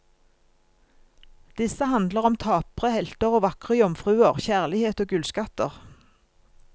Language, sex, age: Norwegian, female, 47